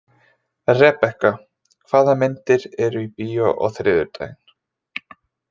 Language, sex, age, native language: Icelandic, male, 20-29, Icelandic